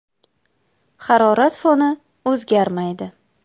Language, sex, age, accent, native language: Uzbek, female, 25-34, Samarqand, Uzbek